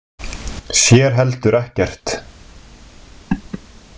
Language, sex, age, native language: Icelandic, male, 20-29, Icelandic